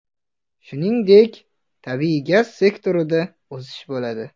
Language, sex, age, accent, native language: Uzbek, male, 18-24, Toshkent viloyati, Kazakh